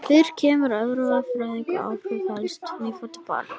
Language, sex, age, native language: Icelandic, male, 18-19, Icelandic